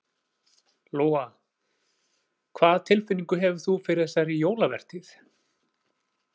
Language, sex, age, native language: Icelandic, male, 40-49, Icelandic